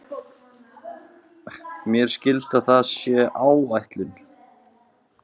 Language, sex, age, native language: Icelandic, male, 20-29, Icelandic